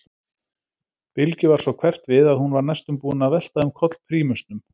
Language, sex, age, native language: Icelandic, male, 30-39, Icelandic